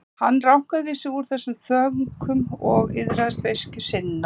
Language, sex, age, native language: Icelandic, female, 50-59, Icelandic